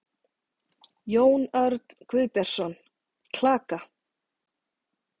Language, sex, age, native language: Icelandic, female, 40-49, Icelandic